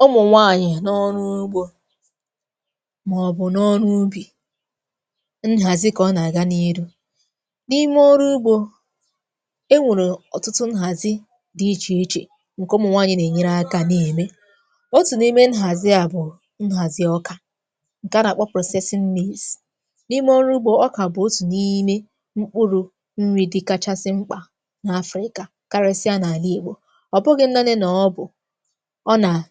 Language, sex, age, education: Igbo, female, 15-29, tertiary